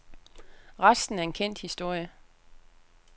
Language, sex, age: Danish, female, 36